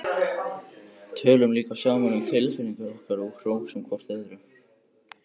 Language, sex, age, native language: Icelandic, male, 14, Icelandic